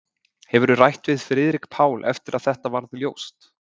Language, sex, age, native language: Icelandic, male, 20-29, Icelandic